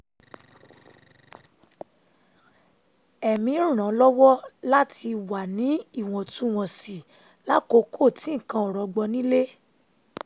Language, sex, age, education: Yoruba, female, 15-29, tertiary